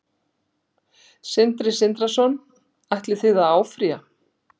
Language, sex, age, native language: Icelandic, female, 60-69, Icelandic